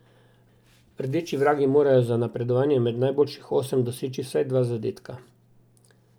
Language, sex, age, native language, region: Slovenian, male, 60+, Slovenian, Drava region